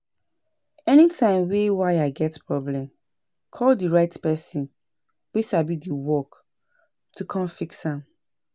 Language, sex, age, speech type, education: Nigerian Pidgin, female, 30-45, spontaneous, tertiary